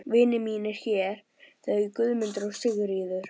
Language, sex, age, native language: Icelandic, male, 12, Icelandic